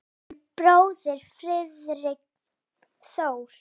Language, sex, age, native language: Icelandic, female, 8, Icelandic